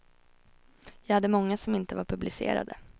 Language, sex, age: Swedish, female, 21